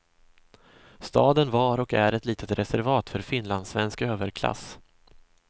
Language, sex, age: Swedish, male, 26